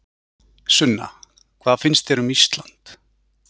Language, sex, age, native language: Icelandic, male, 40-49, Icelandic